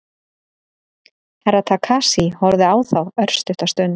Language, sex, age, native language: Icelandic, female, 30-39, Icelandic